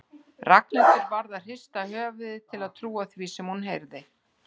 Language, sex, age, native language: Icelandic, female, 60-69, Icelandic